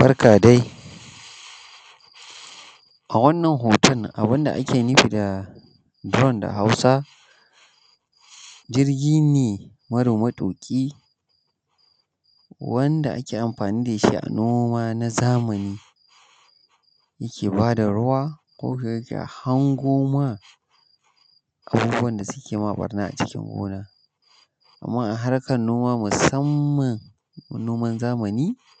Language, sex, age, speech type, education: Hausa, male, 30-45, spontaneous, primary